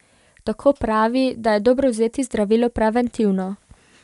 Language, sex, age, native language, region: Slovenian, female, 18-29, Slovenian, Pomurje region